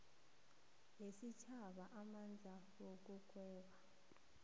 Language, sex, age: South Ndebele, female, 23